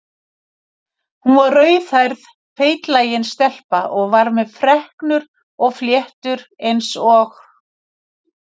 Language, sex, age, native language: Icelandic, female, 50-59, Icelandic